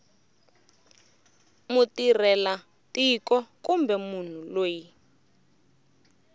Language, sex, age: Tsonga, female, 24